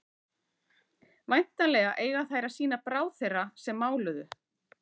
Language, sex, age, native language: Icelandic, female, 40-49, Icelandic